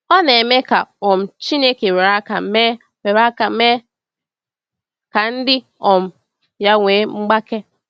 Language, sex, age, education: Igbo, female, 15-29, tertiary